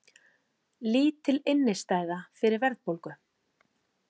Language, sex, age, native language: Icelandic, female, 40-49, Icelandic